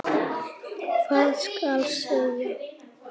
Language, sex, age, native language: Icelandic, male, 8, Icelandic